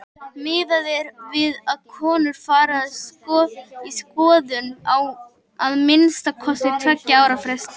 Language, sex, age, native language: Icelandic, male, 18-19, Icelandic